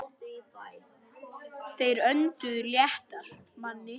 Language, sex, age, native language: Icelandic, male, 10, Icelandic